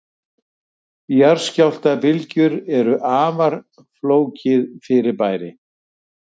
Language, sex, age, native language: Icelandic, male, 70-79, Icelandic